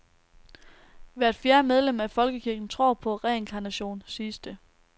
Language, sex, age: Danish, female, 19